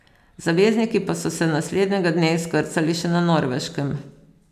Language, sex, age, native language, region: Slovenian, female, 50-59, Slovenian, Posavska region